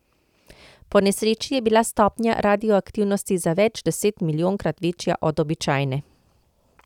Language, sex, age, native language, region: Slovenian, female, 50-59, Slovenian, Central Slovenia